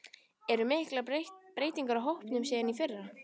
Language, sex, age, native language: Icelandic, female, 14, Icelandic